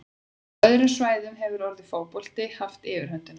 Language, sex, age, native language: Icelandic, female, 30-39, Icelandic